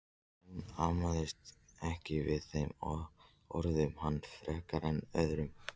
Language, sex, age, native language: Icelandic, male, 13, Icelandic